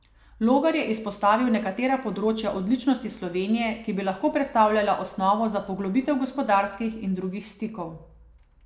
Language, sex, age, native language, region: Slovenian, female, 30-49, Slovenian, Savinja region